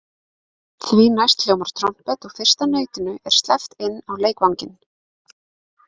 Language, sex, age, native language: Icelandic, female, 20-29, Icelandic